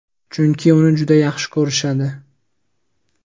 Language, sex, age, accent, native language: Uzbek, male, 18-24, Andijon, Uzbek